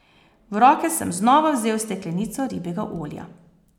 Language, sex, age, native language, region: Slovenian, female, 30-49, Slovenian, Posavska region